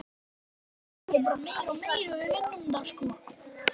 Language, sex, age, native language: Icelandic, female, 10, Icelandic